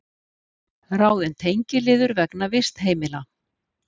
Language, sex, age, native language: Icelandic, female, 50-59, Icelandic